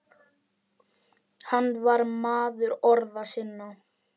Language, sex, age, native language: Icelandic, male, 10, Icelandic